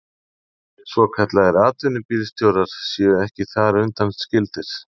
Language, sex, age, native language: Icelandic, male, 50-59, Icelandic